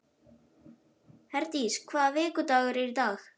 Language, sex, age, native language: Icelandic, male, 11, Icelandic